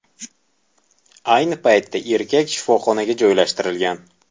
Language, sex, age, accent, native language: Uzbek, male, 18-24, Toshkent viloyati, Uzbek